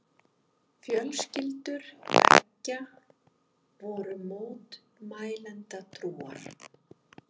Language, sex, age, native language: Icelandic, female, 50-59, Icelandic